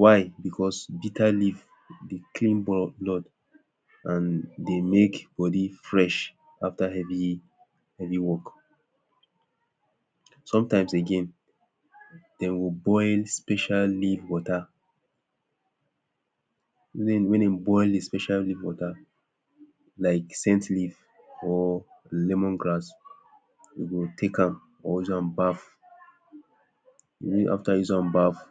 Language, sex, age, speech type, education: Nigerian Pidgin, male, 30-45, spontaneous, tertiary